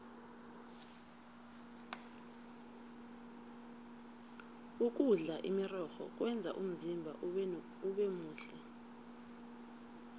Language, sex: South Ndebele, female